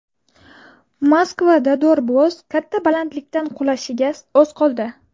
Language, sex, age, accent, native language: Uzbek, female, 18-24, Buxoro, Uzbek